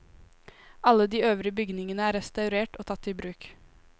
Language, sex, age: Norwegian, female, 18